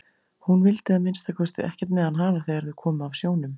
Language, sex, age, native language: Icelandic, female, 40-49, Icelandic